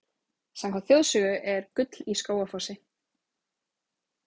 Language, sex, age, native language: Icelandic, female, 30-39, Icelandic